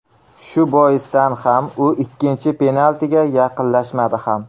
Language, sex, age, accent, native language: Uzbek, male, 25-34, Surxondaryo, Uzbek